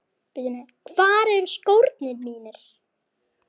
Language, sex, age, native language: Icelandic, female, 8, Icelandic